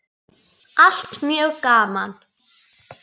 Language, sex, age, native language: Icelandic, female, 9, Icelandic